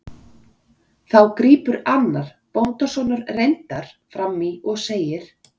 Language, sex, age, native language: Icelandic, female, 40-49, Icelandic